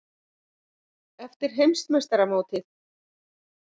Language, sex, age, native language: Icelandic, female, 50-59, Icelandic